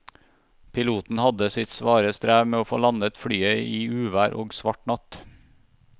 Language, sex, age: Norwegian, male, 41